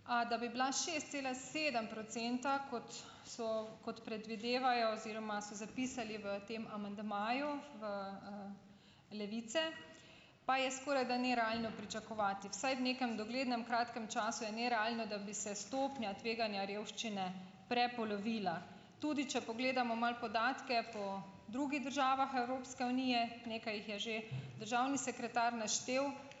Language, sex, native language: Slovenian, female, Slovenian